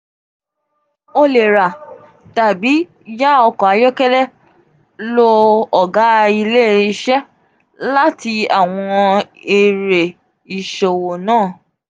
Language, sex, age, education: Yoruba, female, 15-29, tertiary